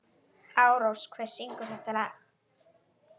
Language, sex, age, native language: Icelandic, male, 11, Icelandic